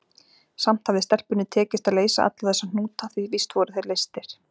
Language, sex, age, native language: Icelandic, female, 40-49, Icelandic